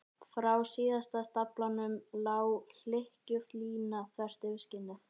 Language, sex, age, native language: Icelandic, female, 11, Icelandic